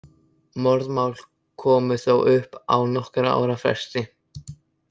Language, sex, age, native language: Icelandic, male, 18-19, Icelandic